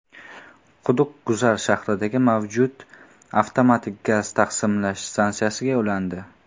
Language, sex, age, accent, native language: Uzbek, female, 19-29, Qoraqalpog'iston, Karakalpak